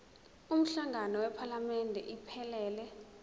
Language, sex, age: Zulu, female, 23